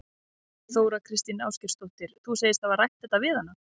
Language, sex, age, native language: Icelandic, female, 30-39, Icelandic